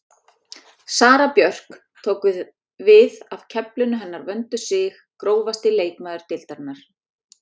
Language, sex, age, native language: Icelandic, female, 30-39, Icelandic